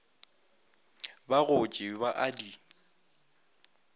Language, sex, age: Northern Sotho, male, 20